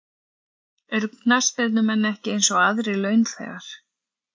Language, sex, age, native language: Icelandic, female, 40-49, Icelandic